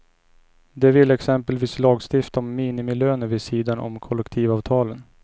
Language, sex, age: Swedish, male, 29